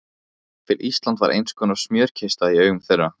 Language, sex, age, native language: Icelandic, male, 15, Icelandic